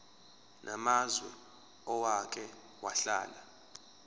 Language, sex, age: Zulu, male, 23